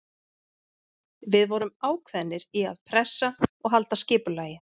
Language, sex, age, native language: Icelandic, female, 40-49, Icelandic